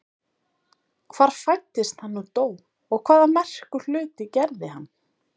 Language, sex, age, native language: Icelandic, female, 30-39, Icelandic